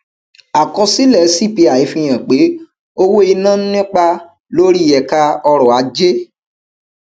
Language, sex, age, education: Yoruba, male, 30-45, tertiary